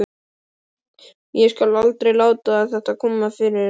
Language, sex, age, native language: Icelandic, male, 12, Icelandic